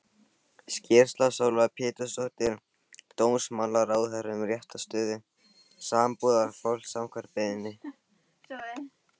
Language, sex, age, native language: Icelandic, male, 18-19, Icelandic